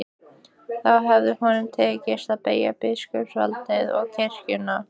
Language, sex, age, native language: Icelandic, female, 15, Icelandic